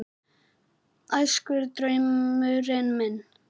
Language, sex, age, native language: Icelandic, male, 11, Icelandic